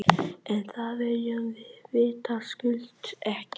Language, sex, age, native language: Icelandic, male, 11, Vietnamese